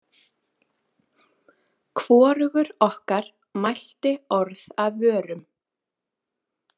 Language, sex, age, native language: Icelandic, female, 30-39, Icelandic